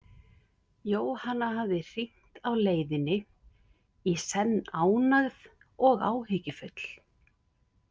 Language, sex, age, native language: Icelandic, female, 50-59, Icelandic